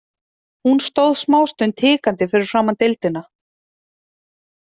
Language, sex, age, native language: Icelandic, female, 30-39, Icelandic